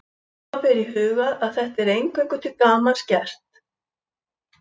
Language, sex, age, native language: Icelandic, female, 70-79, Icelandic